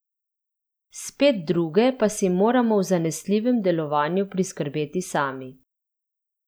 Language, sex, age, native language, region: Slovenian, female, 30-49, Slovenian, Central Slovenia